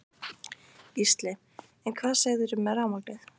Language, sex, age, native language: Icelandic, female, 15, Icelandic